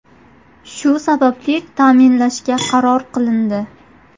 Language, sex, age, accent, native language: Uzbek, female, 18-24, Qashqadaryo, Uzbek